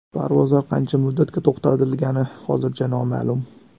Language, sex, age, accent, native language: Uzbek, male, 18-24, Sirdaryo, Uzbek